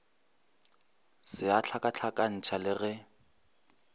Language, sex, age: Northern Sotho, male, 23